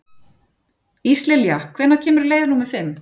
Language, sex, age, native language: Icelandic, female, 40-49, Icelandic